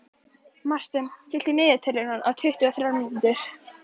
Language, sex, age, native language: Icelandic, female, 11, Icelandic